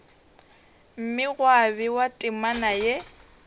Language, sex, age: Northern Sotho, female, 21